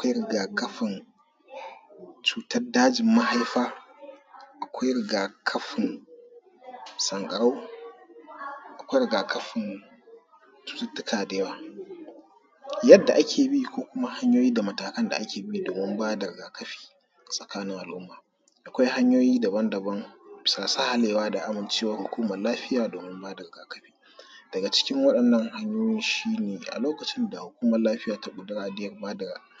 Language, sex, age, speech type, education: Hausa, male, 30-45, spontaneous, tertiary